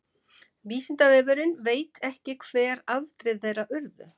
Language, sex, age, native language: Icelandic, female, 50-59, Icelandic